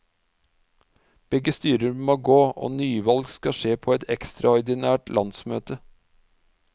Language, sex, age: Norwegian, male, 46